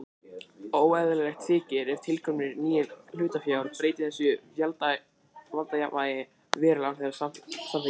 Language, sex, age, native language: Icelandic, male, 20-29, Icelandic